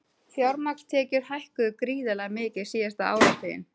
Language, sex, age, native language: Icelandic, female, 30-39, Icelandic